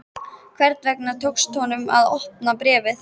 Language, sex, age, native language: Icelandic, female, 13, Icelandic